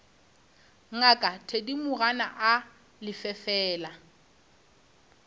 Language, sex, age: Northern Sotho, female, 26